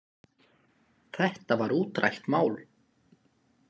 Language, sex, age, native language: Icelandic, male, 20-29, Slovak